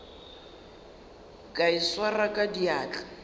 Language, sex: Northern Sotho, female